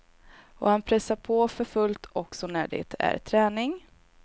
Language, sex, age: Swedish, female, 22